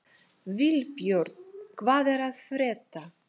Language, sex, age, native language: Icelandic, female, 40-49, Russian